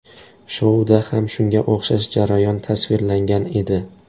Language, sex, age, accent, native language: Uzbek, male, 18-24, Toshkent shahri, Uzbek